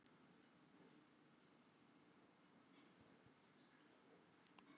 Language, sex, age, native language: Icelandic, male, 70-79, Icelandic